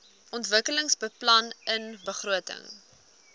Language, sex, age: Afrikaans, female, 20